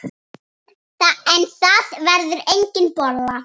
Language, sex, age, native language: Icelandic, female, 6, Icelandic